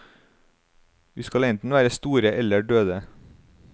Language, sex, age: Norwegian, male, 35